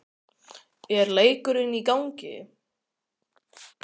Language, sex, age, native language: Icelandic, male, 13, Icelandic